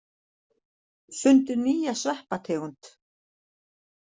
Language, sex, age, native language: Icelandic, female, 40-49, Icelandic